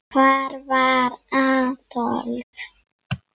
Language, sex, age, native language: Icelandic, female, 6, Icelandic